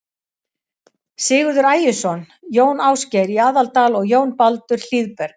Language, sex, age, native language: Icelandic, female, 60-69, Icelandic